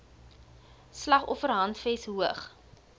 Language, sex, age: Afrikaans, female, 22